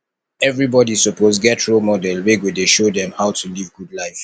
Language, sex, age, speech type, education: Nigerian Pidgin, male, 30-45, spontaneous, tertiary